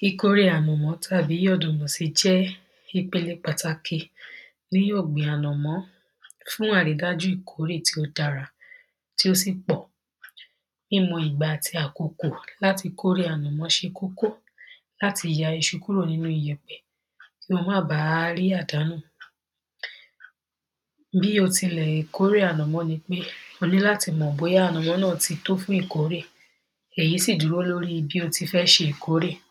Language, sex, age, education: Yoruba, female, 15-29, secondary